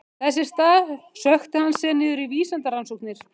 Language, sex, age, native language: Icelandic, female, 50-59, Icelandic